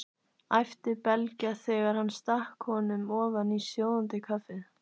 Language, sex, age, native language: Icelandic, female, 14, Icelandic